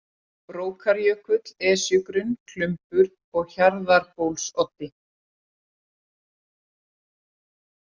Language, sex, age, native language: Icelandic, female, 40-49, Icelandic